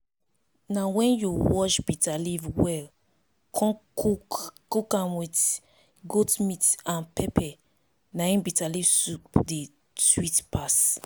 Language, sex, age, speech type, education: Nigerian Pidgin, female, 30-45, spontaneous, tertiary